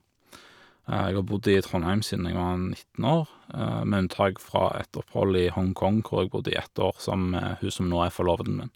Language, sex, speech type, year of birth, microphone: Norwegian, male, spontaneous, 1985, Shure